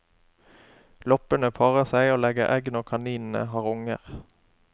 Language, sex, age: Norwegian, male, 27